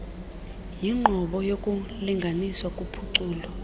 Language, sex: Xhosa, female